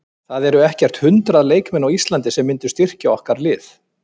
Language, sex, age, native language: Icelandic, male, 50-59, Icelandic